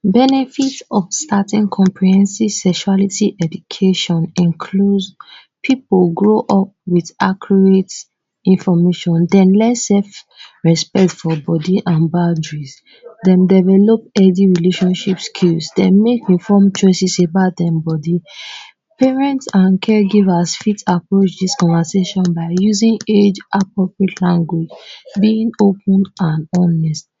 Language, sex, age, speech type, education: Nigerian Pidgin, female, 15-29, spontaneous, tertiary